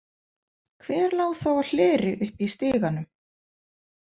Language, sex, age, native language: Icelandic, female, 50-59, Icelandic